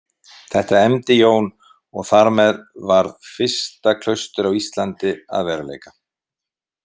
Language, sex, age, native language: Icelandic, male, 50-59, Icelandic